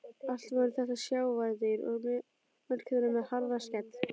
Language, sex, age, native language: Icelandic, female, 12, Icelandic